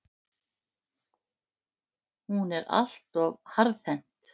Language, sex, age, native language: Icelandic, female, 50-59, Icelandic